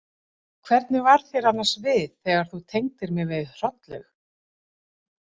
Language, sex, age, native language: Icelandic, female, 40-49, Icelandic